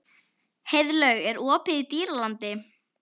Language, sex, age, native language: Icelandic, female, 11, Icelandic